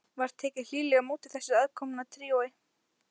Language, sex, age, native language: Icelandic, female, 11, Icelandic